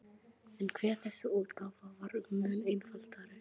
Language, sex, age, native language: Icelandic, female, 13, Icelandic